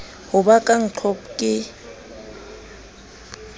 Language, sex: Southern Sotho, female